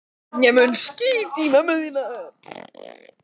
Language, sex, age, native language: Icelandic, male, 11, Icelandic